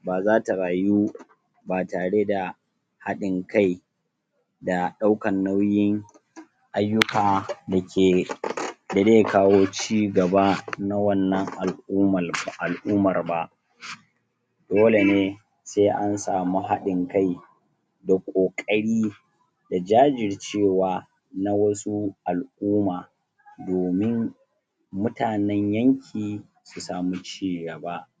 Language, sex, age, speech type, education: Hausa, male, 30-45, spontaneous, tertiary